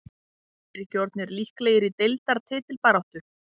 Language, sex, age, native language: Icelandic, female, 30-39, Icelandic